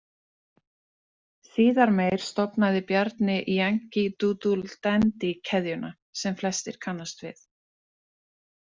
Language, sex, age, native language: Icelandic, female, 30-39, Icelandic